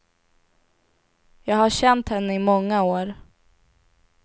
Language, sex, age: Swedish, female, 18